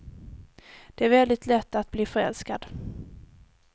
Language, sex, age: Swedish, female, 18